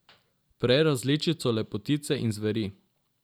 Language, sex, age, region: Slovenian, male, 18-29, Drava region